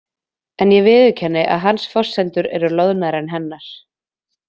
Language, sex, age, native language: Icelandic, female, 20-29, Icelandic